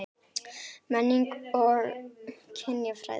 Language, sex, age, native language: Icelandic, female, 18-19, Icelandic